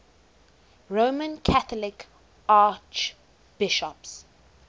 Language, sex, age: English, female, 19